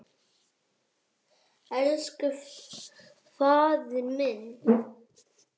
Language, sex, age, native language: Icelandic, male, 7, Icelandic